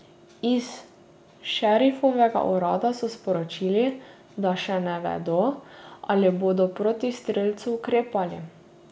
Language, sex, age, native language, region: Slovenian, female, 18-29, Slovenian, Drava region